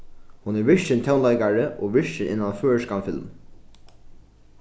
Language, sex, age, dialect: Faroese, male, 15-35, Norðuroyggjar